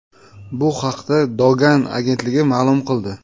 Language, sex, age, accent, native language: Uzbek, male, 25-34, Toshkent viloyati, Uzbek